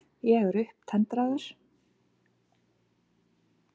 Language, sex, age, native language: Icelandic, female, 50-59, Icelandic